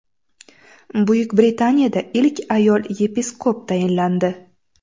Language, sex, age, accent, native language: Uzbek, female, 18-24, Samarqand, Uzbek